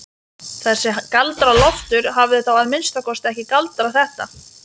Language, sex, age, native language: Icelandic, female, 20-29, Lithuanian